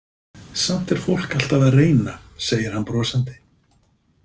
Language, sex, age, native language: Icelandic, male, 50-59, Icelandic